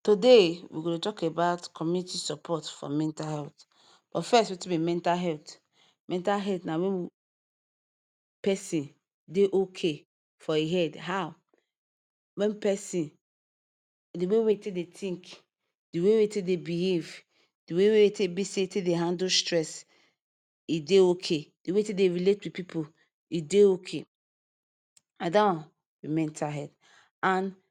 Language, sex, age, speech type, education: Nigerian Pidgin, female, 15-29, spontaneous, tertiary